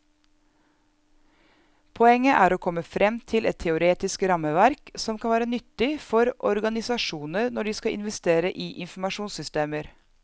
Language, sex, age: Norwegian, female, 34